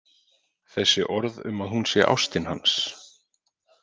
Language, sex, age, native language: Icelandic, male, 30-39, Icelandic